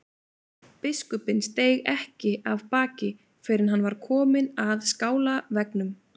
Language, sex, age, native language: Icelandic, female, 20-29, Icelandic